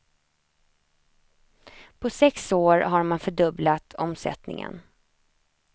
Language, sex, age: Swedish, female, 28